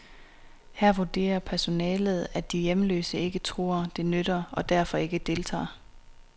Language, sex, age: Danish, female, 26